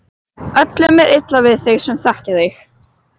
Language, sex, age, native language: Icelandic, female, 12, Icelandic